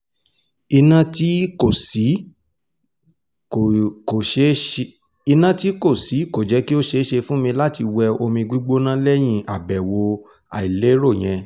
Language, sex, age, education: Yoruba, male, 15-29, tertiary